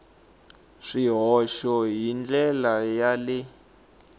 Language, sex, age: Tsonga, male, 19